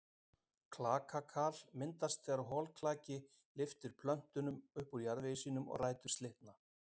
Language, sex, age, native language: Icelandic, male, 50-59, Icelandic